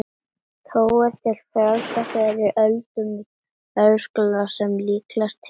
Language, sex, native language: Icelandic, female, Icelandic